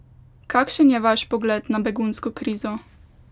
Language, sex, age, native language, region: Slovenian, female, 18-29, Slovenian, Pomurje region